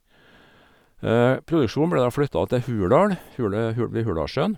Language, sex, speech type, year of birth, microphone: Norwegian, male, spontaneous, 1951, Sennheiser